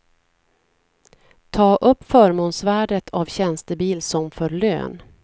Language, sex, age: Swedish, female, 40